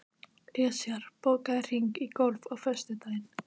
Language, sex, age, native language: Icelandic, female, 12, Icelandic